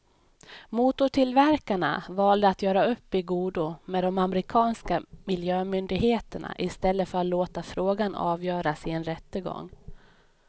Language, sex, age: Swedish, female, 31